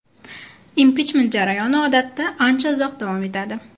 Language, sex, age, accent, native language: Uzbek, female, 18-24, Farg'ona, Uzbek